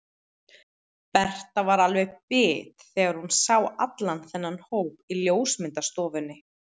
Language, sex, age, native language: Icelandic, female, 30-39, Icelandic